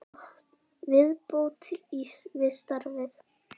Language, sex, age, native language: Icelandic, female, 9, Icelandic